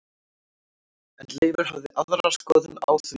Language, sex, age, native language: Icelandic, female, 18-19, Icelandic